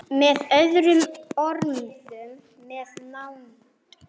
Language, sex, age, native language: Icelandic, male, 9, Icelandic